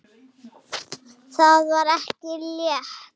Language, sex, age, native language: Icelandic, female, 6, Icelandic